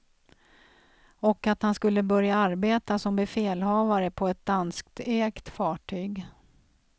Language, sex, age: Swedish, female, 46